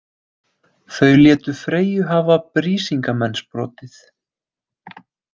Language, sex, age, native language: Icelandic, male, 20-29, Icelandic